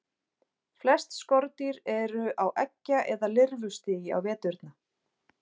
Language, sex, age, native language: Icelandic, female, 40-49, Icelandic